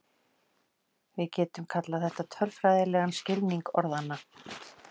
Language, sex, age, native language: Icelandic, female, 40-49, Icelandic